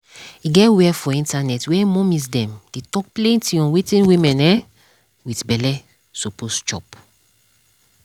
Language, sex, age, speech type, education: Nigerian Pidgin, female, 30-45, spontaneous, tertiary